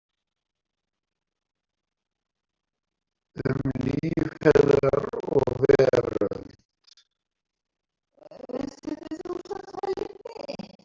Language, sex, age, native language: Icelandic, female, 60-69, Icelandic